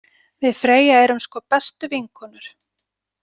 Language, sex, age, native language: Icelandic, female, 40-49, Icelandic